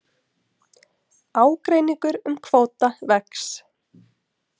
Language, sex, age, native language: Icelandic, female, 20-29, Icelandic